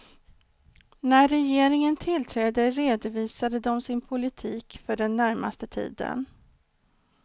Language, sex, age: Swedish, female, 49